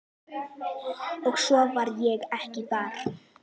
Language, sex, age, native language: Icelandic, male, 11, Icelandic